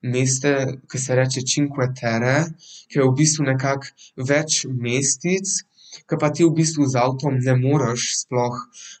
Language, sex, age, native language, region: Slovenian, male, 12-17, Slovenian, Central Slovenia